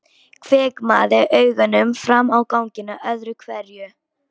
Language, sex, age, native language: Icelandic, female, 18-19, Polish